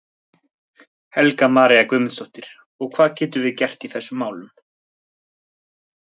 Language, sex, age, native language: Icelandic, male, 20-29, Icelandic